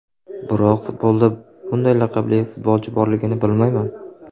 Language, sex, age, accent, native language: Uzbek, male, 18-24, Qashqadaryo, Uzbek